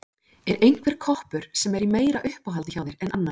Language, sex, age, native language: Icelandic, female, 40-49, Icelandic